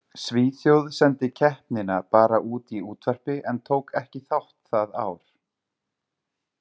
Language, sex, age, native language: Icelandic, male, 30-39, Icelandic